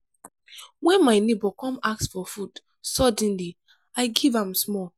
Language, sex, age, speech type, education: Nigerian Pidgin, female, 15-29, spontaneous, tertiary